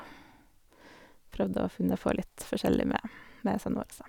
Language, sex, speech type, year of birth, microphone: Norwegian, female, spontaneous, 1978, Sennheiser